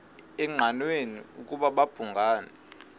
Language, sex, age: Xhosa, male, 38